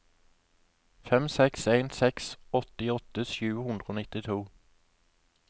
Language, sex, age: Norwegian, male, 57